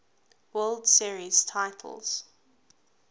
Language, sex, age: English, female, 20